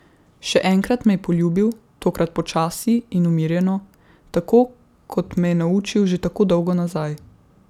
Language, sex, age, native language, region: Slovenian, female, 18-29, Slovenian, Central Slovenia